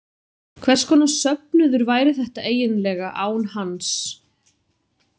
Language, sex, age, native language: Icelandic, female, 30-39, Icelandic